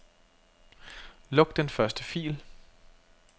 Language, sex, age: Danish, male, 32